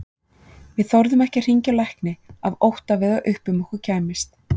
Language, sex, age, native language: Icelandic, female, 40-49, Icelandic